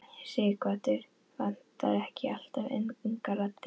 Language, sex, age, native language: Icelandic, female, 11, Icelandic